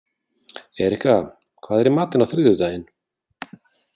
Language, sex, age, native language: Icelandic, male, 40-49, Icelandic